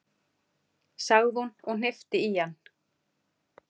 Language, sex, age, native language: Icelandic, female, 40-49, Icelandic